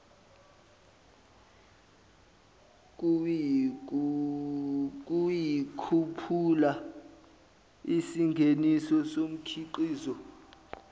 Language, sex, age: Zulu, male, 19